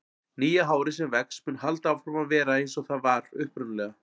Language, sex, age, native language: Icelandic, male, 40-49, Icelandic